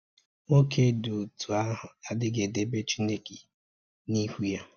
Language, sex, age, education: Igbo, male, 30-45, tertiary